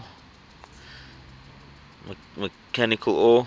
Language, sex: English, male